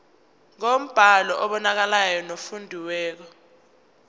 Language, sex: Zulu, female